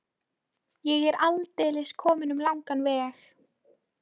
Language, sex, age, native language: Icelandic, female, 13, Polish